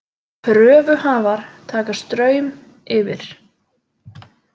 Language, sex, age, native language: Icelandic, female, 20-29, Icelandic